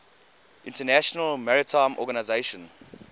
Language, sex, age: English, male, 20